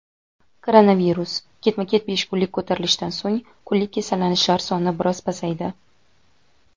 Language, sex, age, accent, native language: Uzbek, female, 19-29, Toshkent viloyati, Uzbek